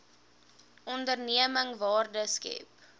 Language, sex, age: Afrikaans, female, 18